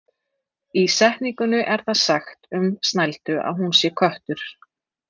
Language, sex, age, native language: Icelandic, female, 30-39, Icelandic